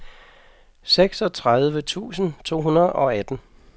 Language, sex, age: Danish, male, 55